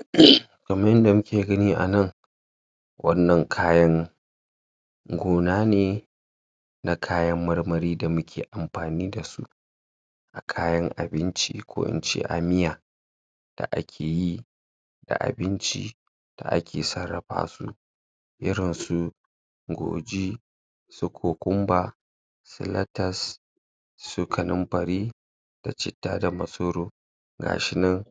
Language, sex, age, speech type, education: Hausa, female, 60+, spontaneous, secondary